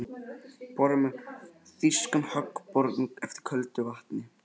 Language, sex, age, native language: Icelandic, male, 11, Icelandic